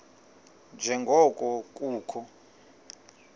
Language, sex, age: Xhosa, male, 38